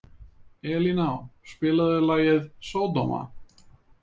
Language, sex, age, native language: Icelandic, male, 30-39, Icelandic